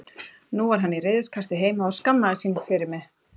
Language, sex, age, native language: Icelandic, female, 30-39, Icelandic